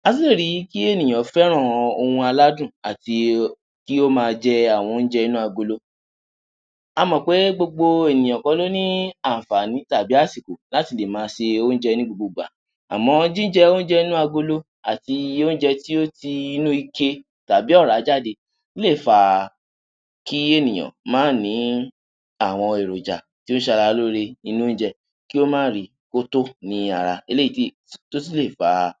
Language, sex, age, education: Yoruba, male, 15-29, tertiary